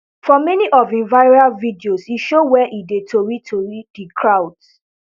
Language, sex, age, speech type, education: Nigerian Pidgin, female, 15-29, spontaneous, tertiary